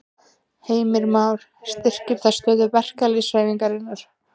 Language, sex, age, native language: Icelandic, female, 20-29, Icelandic